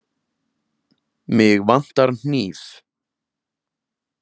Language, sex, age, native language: Icelandic, male, 20-29, Icelandic